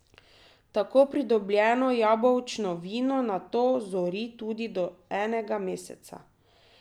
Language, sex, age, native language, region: Slovenian, female, 30-49, Slovenian, Drava region